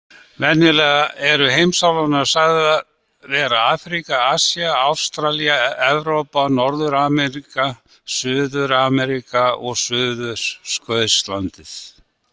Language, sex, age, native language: Icelandic, male, 60-69, Icelandic